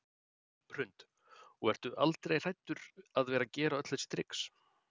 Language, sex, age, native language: Icelandic, male, 40-49, Icelandic